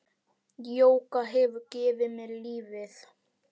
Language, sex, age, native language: Icelandic, male, 10, Icelandic